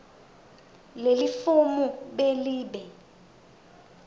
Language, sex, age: Swati, female, 20